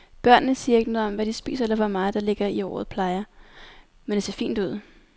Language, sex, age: Danish, female, 19